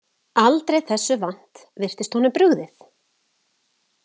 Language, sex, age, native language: Icelandic, female, 40-49, Icelandic